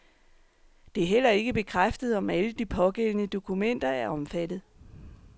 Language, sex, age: Danish, female, 39